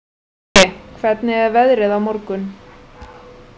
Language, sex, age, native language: Icelandic, female, 30-39, Icelandic